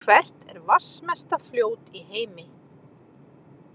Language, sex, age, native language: Icelandic, female, 30-39, Icelandic